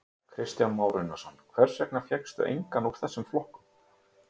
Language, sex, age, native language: Icelandic, male, 30-39, Icelandic